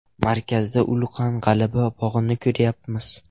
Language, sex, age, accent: Uzbek, male, 12-17, Toshkent viloyati